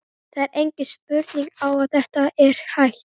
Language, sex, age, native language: Icelandic, male, 12, Icelandic